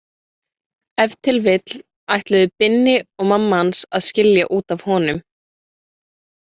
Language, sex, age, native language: Icelandic, female, 18-19, Icelandic